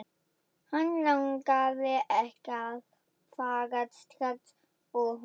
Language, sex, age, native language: Icelandic, female, 11, German